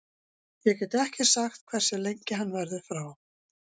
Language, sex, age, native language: Icelandic, female, 60-69, Icelandic